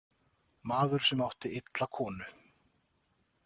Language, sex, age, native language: Icelandic, male, 40-49, Icelandic